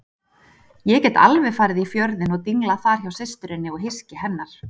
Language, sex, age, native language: Icelandic, female, 30-39, Icelandic